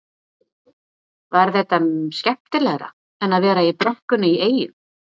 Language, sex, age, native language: Icelandic, female, 40-49, Icelandic